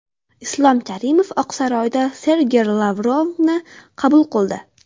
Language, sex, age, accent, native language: Uzbek, female, 12-17, Farg'ona, Uzbek